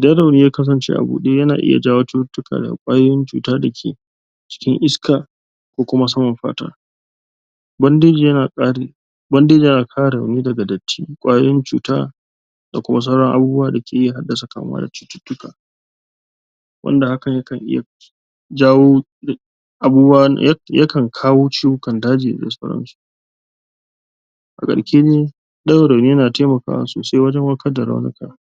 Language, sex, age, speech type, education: Hausa, male, 15-29, spontaneous, tertiary